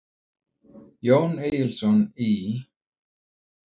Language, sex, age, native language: Icelandic, male, 50-59, Icelandic